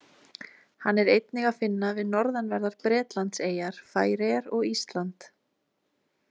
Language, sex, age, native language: Icelandic, female, 20-29, Icelandic